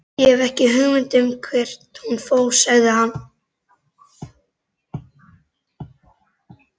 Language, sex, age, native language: Icelandic, male, 11, Icelandic